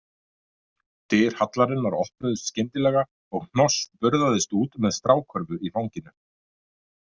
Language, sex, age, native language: Icelandic, male, 50-59, Icelandic